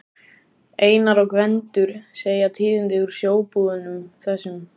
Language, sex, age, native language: Icelandic, male, 14, Icelandic